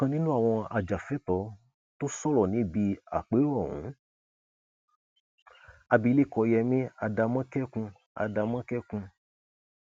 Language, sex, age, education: Yoruba, male, 30-45, tertiary